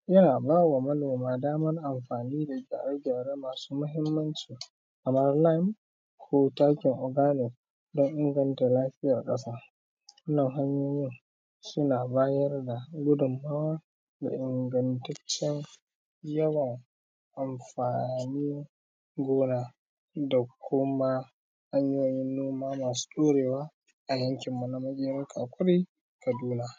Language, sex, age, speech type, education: Hausa, male, 15-29, spontaneous, primary